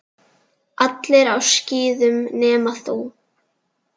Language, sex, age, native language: Icelandic, female, 10, Icelandic